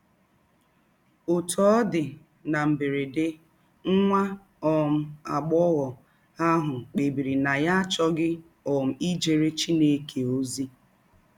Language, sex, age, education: Igbo, female, 30-45, tertiary